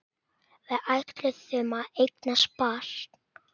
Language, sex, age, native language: Icelandic, male, 8, Icelandic